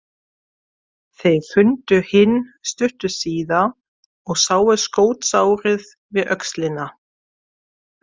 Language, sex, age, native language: Icelandic, female, 40-49, German